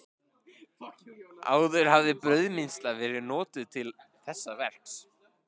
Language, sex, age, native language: Icelandic, male, 16, Icelandic